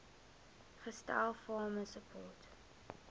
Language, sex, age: Afrikaans, female, 20